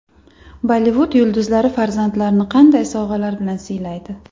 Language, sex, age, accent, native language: Uzbek, female, 25-34, Andijon, Uzbek